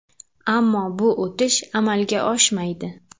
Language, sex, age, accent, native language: Uzbek, female, 18-24, Samarqand, Uzbek